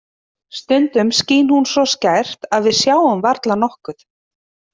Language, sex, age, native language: Icelandic, female, 30-39, Icelandic